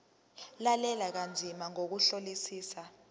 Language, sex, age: Zulu, female, 19